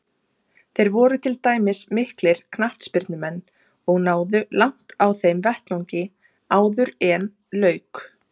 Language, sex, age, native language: Icelandic, female, 30-39, Icelandic